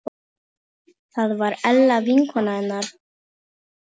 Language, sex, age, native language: Icelandic, female, 10, Polish